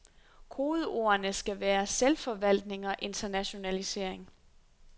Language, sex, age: Danish, female, 23